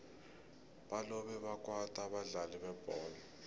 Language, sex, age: South Ndebele, male, 20